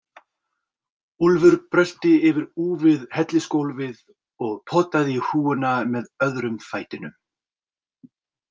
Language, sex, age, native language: Icelandic, male, 40-49, Icelandic